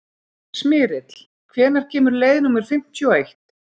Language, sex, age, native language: Icelandic, female, 30-39, Icelandic